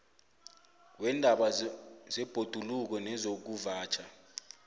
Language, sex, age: South Ndebele, male, 25